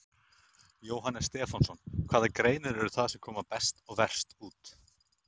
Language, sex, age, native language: Icelandic, male, 30-39, Icelandic